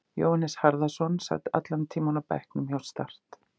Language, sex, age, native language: Icelandic, female, 50-59, Icelandic